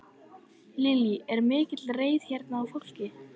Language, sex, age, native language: Icelandic, female, 14, Icelandic